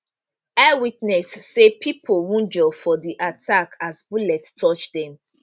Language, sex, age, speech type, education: Nigerian Pidgin, female, 30-45, spontaneous, tertiary